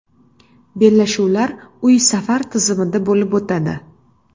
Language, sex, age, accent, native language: Uzbek, female, 25-34, Namangan, Uzbek